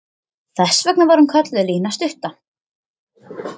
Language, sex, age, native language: Icelandic, female, 13, Icelandic